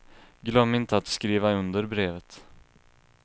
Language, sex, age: Swedish, male, 22